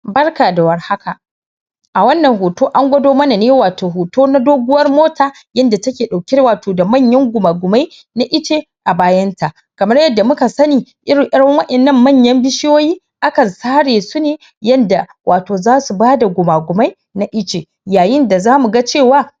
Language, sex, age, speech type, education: Hausa, male, 15-29, spontaneous, primary